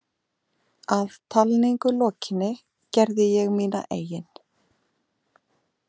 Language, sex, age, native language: Icelandic, female, 40-49, Icelandic